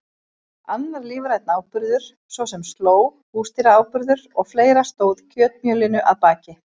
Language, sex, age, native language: Icelandic, female, 50-59, Icelandic